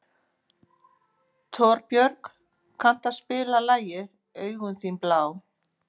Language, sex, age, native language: Icelandic, female, 50-59, Icelandic